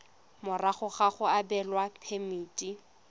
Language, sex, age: Tswana, female, 25